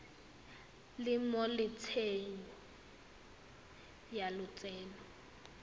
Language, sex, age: Tswana, female, 18